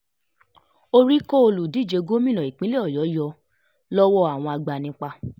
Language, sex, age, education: Yoruba, female, 15-29, tertiary